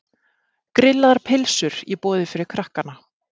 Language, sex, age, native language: Icelandic, female, 30-39, Icelandic